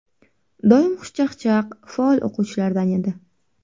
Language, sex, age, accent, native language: Uzbek, female, 18-24, Farg'ona, Uzbek